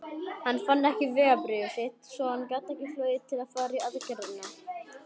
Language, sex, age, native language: Icelandic, male, 18-19, Icelandic